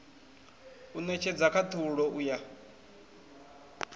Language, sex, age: Venda, male, 21